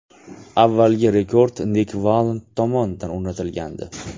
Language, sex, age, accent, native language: Uzbek, male, 18-24, Toshkent shahri, Uzbek